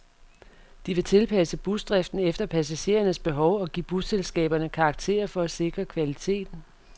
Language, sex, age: Danish, female, 44